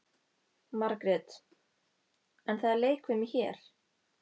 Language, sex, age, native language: Icelandic, female, 13, Icelandic